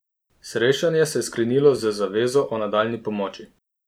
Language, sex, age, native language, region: Slovenian, male, 30-49, Slovenian, Posavska region